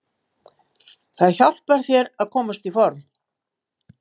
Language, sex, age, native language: Icelandic, female, 70-79, Icelandic